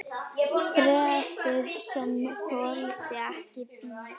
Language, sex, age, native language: Icelandic, female, 9, Icelandic